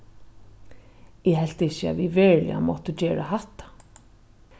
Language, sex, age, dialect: Faroese, female, 36-60, Norðuroyggjar